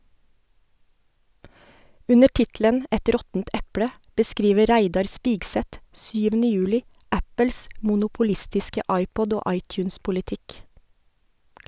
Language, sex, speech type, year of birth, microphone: Norwegian, female, read, 1970, Sennheiser